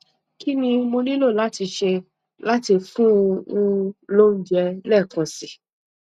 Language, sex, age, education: Yoruba, female, 30-45, tertiary